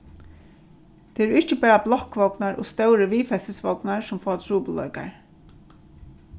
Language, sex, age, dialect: Faroese, female, 36-60, Norðurstreymoy/Eysturoy